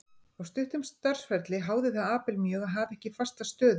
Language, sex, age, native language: Icelandic, female, 50-59, Icelandic